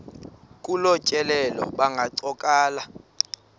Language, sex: Xhosa, male